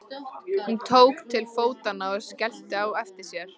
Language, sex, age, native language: Icelandic, female, 13, Icelandic